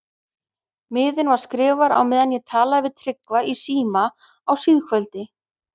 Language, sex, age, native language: Icelandic, female, 30-39, Icelandic